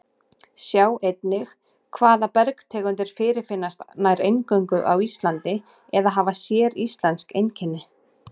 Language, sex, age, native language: Icelandic, female, 30-39, Icelandic